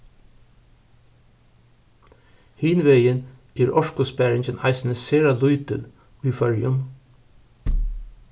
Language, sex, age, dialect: Faroese, male, 61+, Suðurstreymoy